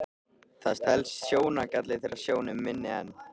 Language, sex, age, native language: Icelandic, male, 13, Icelandic